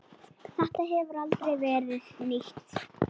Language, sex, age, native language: Icelandic, female, 8, Icelandic